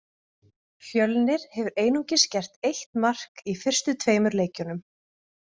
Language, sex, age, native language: Icelandic, female, 20-29, Icelandic